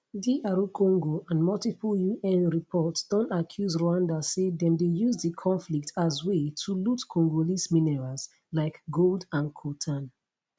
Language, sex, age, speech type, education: Nigerian Pidgin, female, 15-29, spontaneous, tertiary